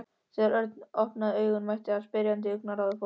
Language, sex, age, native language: Icelandic, male, 13, Icelandic